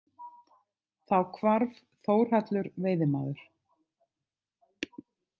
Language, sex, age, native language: Icelandic, other, 50-59, Icelandic